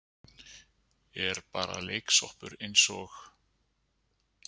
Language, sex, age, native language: Icelandic, male, 50-59, Icelandic